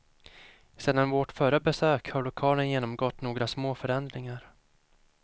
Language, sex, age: Swedish, male, 25